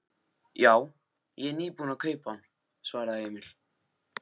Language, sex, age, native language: Icelandic, male, 14, Icelandic